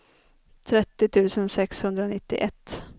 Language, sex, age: Swedish, female, 30